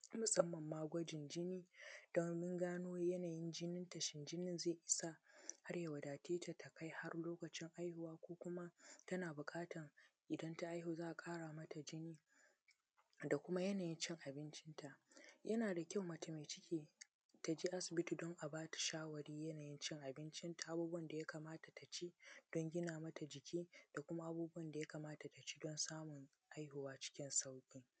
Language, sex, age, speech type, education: Hausa, female, 15-29, spontaneous, secondary